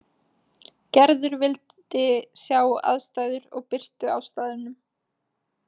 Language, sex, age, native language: Icelandic, female, 20-29, Icelandic